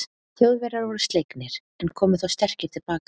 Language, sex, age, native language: Icelandic, female, 30-39, Icelandic